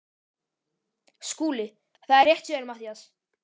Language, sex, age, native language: Icelandic, male, 13, Icelandic